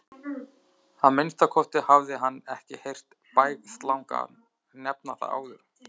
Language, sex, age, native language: Icelandic, male, 30-39, Icelandic